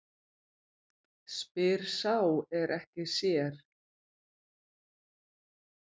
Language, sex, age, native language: Icelandic, female, 50-59, Icelandic